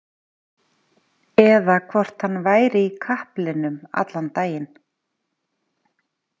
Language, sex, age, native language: Icelandic, female, 40-49, Icelandic